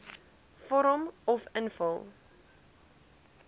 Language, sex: Afrikaans, female